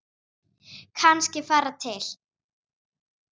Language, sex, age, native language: Icelandic, female, 9, Icelandic